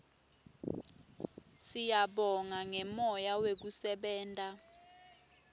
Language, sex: Swati, female